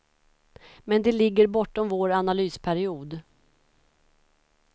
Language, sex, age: Swedish, female, 46